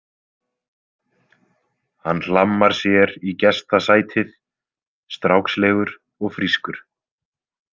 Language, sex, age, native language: Icelandic, male, 20-29, Icelandic